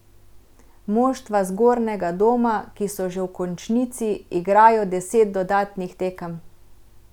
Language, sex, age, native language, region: Slovenian, female, 30-49, Slovenian, Central Slovenia